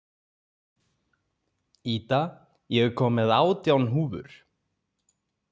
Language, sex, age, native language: Icelandic, male, 20-29, Icelandic